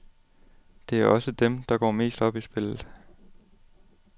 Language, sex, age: Danish, male, 18